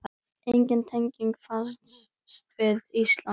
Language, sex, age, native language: Icelandic, female, 9, Icelandic